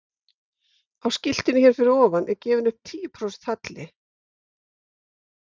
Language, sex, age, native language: Icelandic, female, 50-59, Icelandic